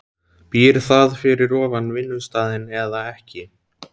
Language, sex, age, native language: Icelandic, male, 17, Icelandic